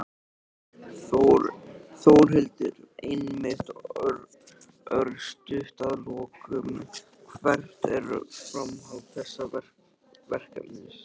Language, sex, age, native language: Icelandic, male, 13, Icelandic